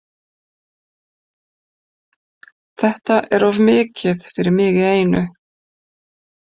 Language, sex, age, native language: Icelandic, female, 50-59, Icelandic